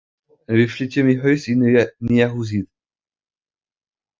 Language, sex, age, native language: Icelandic, male, 50-59, French